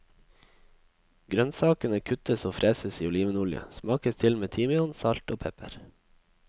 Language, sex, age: Norwegian, male, 21